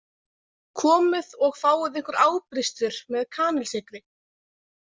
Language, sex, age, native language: Icelandic, female, 20-29, Icelandic